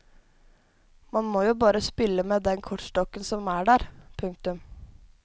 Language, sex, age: Norwegian, female, 17